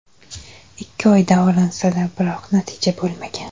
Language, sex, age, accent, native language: Uzbek, female, 25-34, Jizzax, Uzbek